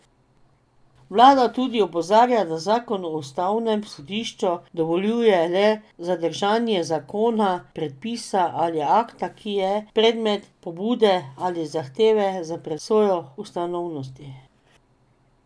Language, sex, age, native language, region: Slovenian, female, 50-59, Slovenian, Drava region